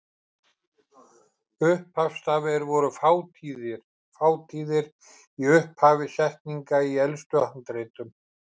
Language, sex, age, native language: Icelandic, male, 50-59, Icelandic